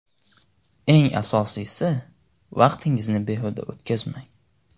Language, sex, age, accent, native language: Uzbek, male, 18-24, Namangan, Uzbek